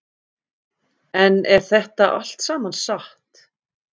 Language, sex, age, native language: Icelandic, female, 50-59, Icelandic